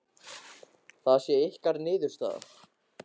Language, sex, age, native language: Icelandic, male, 14, Icelandic